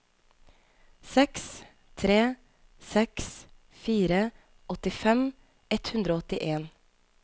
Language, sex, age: Norwegian, female, 25